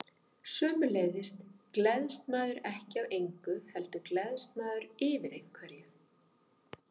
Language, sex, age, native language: Icelandic, female, 50-59, Icelandic